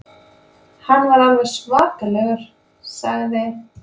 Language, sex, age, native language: Icelandic, female, 20-29, Icelandic